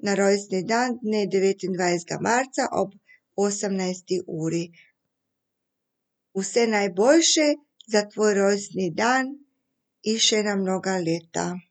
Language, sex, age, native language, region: Slovenian, female, 50-59, Serbian, Central Slovenia